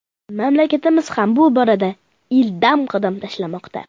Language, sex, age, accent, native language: Uzbek, male, under 19, Farg'ona, Uzbek